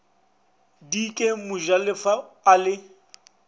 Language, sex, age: Northern Sotho, male, 24